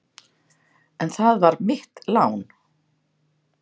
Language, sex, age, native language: Icelandic, female, 60-69, Icelandic